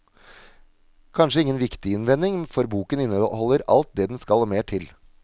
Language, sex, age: Norwegian, male, 37